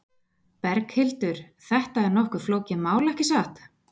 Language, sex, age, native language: Icelandic, female, 20-29, Icelandic